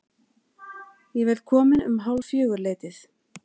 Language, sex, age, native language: Icelandic, female, 40-49, Icelandic